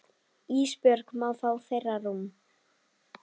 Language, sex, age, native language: Icelandic, female, 10, Icelandic